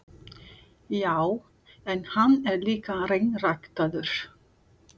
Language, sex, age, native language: Icelandic, female, 40-49, Portuguese